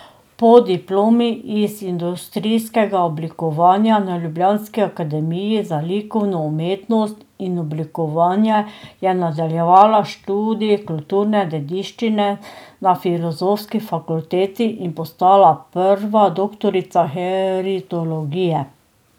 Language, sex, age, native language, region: Slovenian, female, 50-59, Slovenian, Drava region